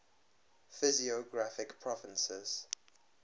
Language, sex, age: English, male, 23